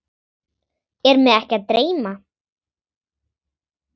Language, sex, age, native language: Icelandic, female, 10, Icelandic